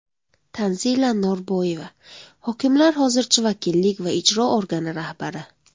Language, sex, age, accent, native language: Uzbek, female, 19-29, Surxondaryo, Tajik